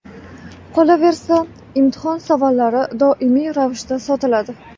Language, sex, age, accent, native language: Uzbek, female, 18-24, Toshkent viloyati, Uzbek